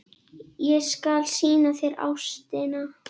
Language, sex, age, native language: Icelandic, female, 10, Icelandic